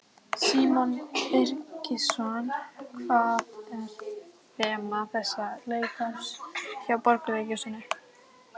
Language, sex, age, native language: Icelandic, female, 14, Icelandic